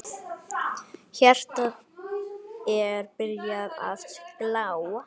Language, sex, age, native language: Icelandic, male, 9, Icelandic